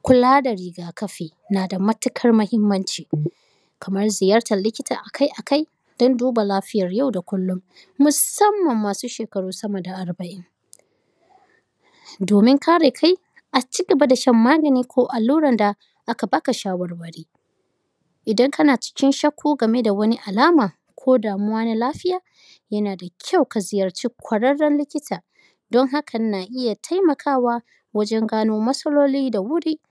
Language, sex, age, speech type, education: Hausa, female, 15-29, spontaneous, tertiary